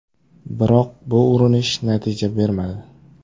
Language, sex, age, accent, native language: Uzbek, male, 18-24, Farg'ona, Uzbek